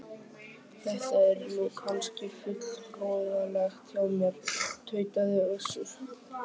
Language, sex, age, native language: Icelandic, male, 12, Icelandic